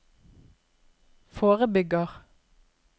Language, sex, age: Norwegian, female, 32